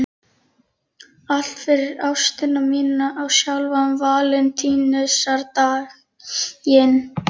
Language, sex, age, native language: Icelandic, female, 11, Icelandic